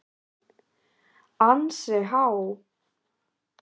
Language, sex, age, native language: Icelandic, other, 18-19, Icelandic